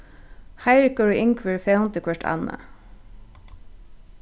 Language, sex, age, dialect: Faroese, female, 36-60, Suðurstreymoy